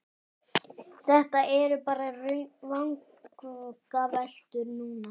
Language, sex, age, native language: Icelandic, male, 18-19, Icelandic